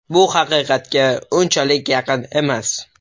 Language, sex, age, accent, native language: Uzbek, male, 18-24, Toshkent shahri, Uzbek